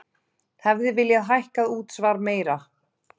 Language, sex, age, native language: Icelandic, female, 30-39, Icelandic